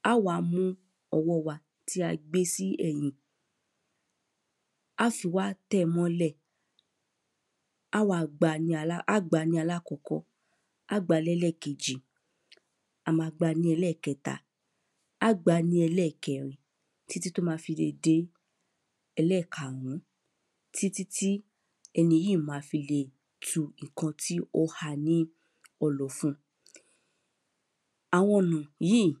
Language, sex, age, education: Yoruba, female, 15-29, primary